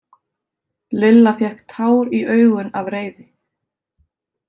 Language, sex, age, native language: Icelandic, female, 30-39, Icelandic